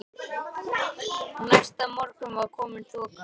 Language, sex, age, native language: Icelandic, male, 10, Icelandic